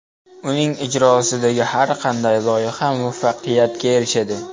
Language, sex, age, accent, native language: Uzbek, male, 12-17, Namangan, Uzbek